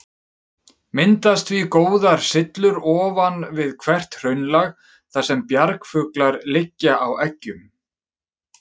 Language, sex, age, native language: Icelandic, male, 30-39, Icelandic